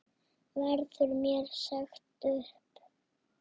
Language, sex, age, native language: Icelandic, female, 6, Icelandic